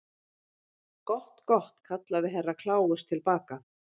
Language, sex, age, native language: Icelandic, female, 50-59, Icelandic